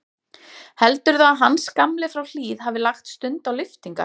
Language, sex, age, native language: Icelandic, female, 30-39, Icelandic